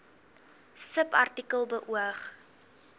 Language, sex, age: Afrikaans, female, 19